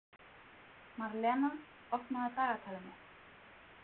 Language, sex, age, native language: Icelandic, female, 20-29, Icelandic